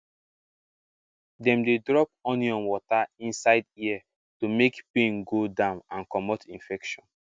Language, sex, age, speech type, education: Nigerian Pidgin, male, 15-29, spontaneous, secondary